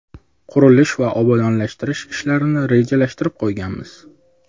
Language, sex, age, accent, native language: Uzbek, male, 25-34, Jizzax, Uzbek